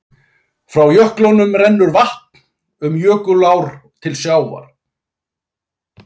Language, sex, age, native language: Icelandic, male, 40-49, Icelandic